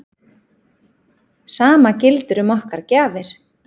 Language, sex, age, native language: Icelandic, male, 9, Icelandic